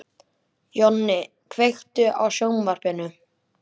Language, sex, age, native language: Icelandic, male, 11, Icelandic